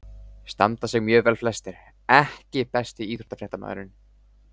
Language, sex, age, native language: Icelandic, male, 18-19, Icelandic